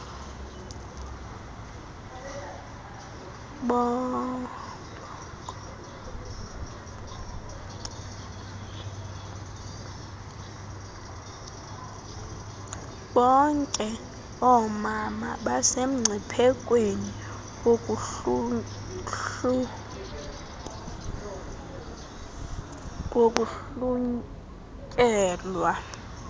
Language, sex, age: Xhosa, female, 20